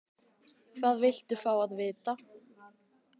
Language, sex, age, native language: Icelandic, female, 18-19, Icelandic